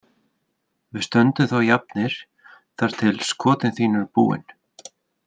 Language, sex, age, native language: Icelandic, male, 30-39, Icelandic